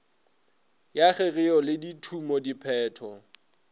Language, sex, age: Northern Sotho, male, 22